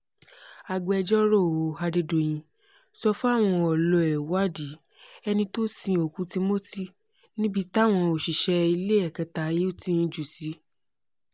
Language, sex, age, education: Yoruba, female, 15-29, tertiary